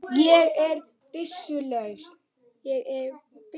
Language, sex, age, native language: Icelandic, male, 8, Icelandic